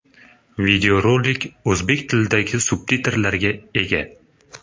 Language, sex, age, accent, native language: Uzbek, male, 25-34, Farg'ona, Uzbek